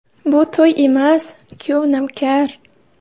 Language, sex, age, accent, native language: Uzbek, female, 18-24, Samarqand, Uzbek